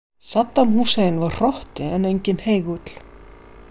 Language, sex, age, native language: Icelandic, female, 50-59, Icelandic